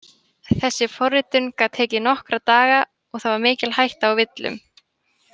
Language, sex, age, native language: Icelandic, female, 18-19, Icelandic